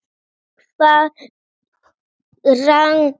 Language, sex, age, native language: Icelandic, female, 10, Icelandic